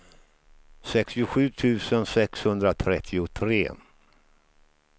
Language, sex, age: Swedish, male, 53